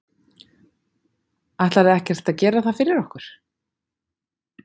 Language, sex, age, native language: Icelandic, female, 40-49, Icelandic